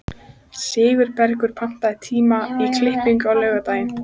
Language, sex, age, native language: Icelandic, female, 14, Icelandic